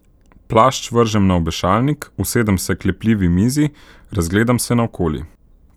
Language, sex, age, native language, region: Slovenian, male, 18-29, Slovenian, Central Slovenia